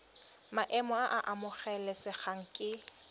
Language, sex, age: Tswana, female, 21